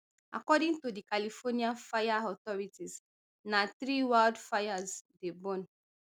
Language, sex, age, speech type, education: Nigerian Pidgin, female, 30-45, spontaneous, tertiary